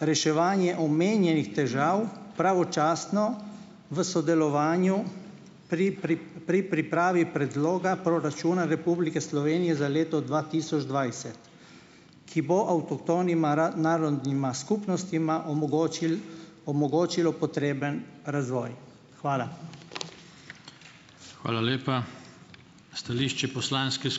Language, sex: Slovenian, male